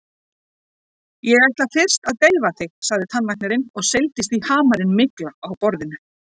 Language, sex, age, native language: Icelandic, female, 40-49, Icelandic